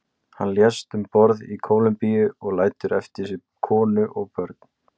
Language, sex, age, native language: Icelandic, male, 20-29, Icelandic